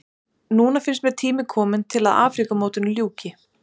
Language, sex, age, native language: Icelandic, female, 30-39, Icelandic